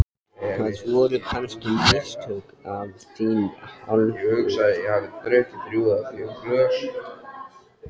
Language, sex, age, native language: Icelandic, male, 14, Icelandic